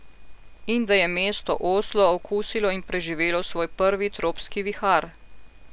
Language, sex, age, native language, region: Slovenian, female, 50-59, Slovenian, Central Slovenia